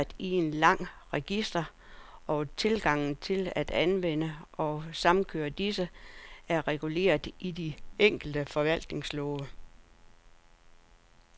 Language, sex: Danish, female